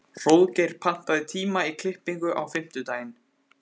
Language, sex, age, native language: Icelandic, male, 15, Icelandic